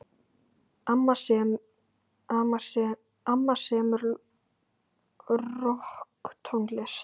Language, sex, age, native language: Icelandic, female, 9, Icelandic